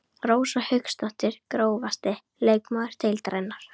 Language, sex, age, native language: Icelandic, female, 12, Icelandic